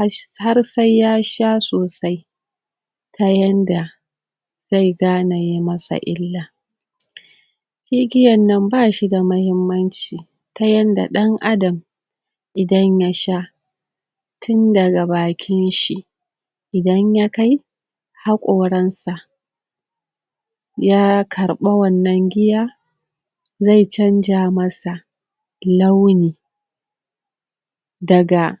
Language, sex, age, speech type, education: Hausa, female, 30-45, spontaneous, tertiary